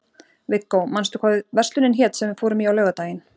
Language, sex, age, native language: Icelandic, female, 40-49, Icelandic